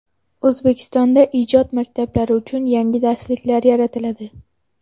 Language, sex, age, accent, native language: Uzbek, female, 18-24, Toshkent shahri, Uzbek